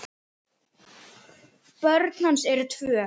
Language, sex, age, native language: Icelandic, male, 9, Icelandic